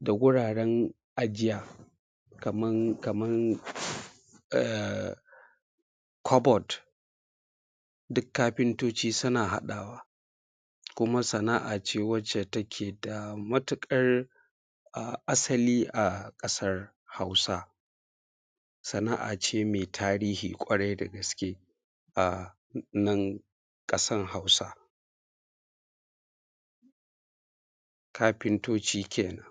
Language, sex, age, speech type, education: Hausa, male, 30-45, spontaneous, secondary